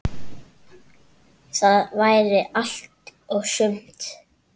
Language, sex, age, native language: Icelandic, female, 7, Icelandic